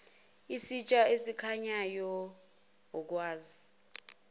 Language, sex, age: Zulu, female, 21